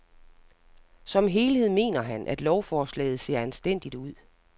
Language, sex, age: Danish, female, 60